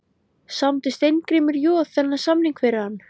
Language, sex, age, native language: Icelandic, female, 13, Icelandic